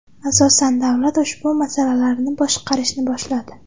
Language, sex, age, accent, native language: Uzbek, female, 18-24, Namangan, Uzbek